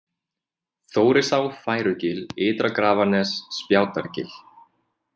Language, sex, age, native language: Icelandic, male, 20-29, Icelandic